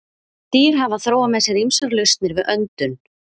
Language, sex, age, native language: Icelandic, female, 30-39, Icelandic